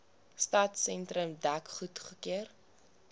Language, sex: Afrikaans, female